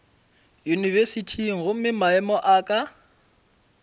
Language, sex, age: Northern Sotho, male, 26